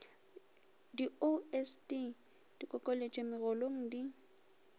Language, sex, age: Northern Sotho, female, 23